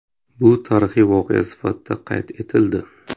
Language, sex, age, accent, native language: Uzbek, male, 25-34, Buxoro, Uzbek